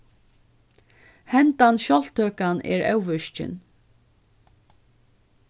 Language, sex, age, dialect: Faroese, female, 36-60, Norðurstreymoy/Eysturoy